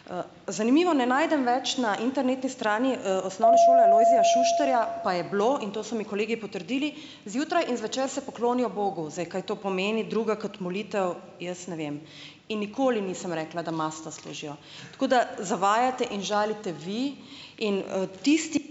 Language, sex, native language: Slovenian, female, Slovenian